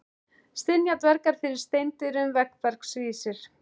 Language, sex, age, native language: Icelandic, male, 11, Icelandic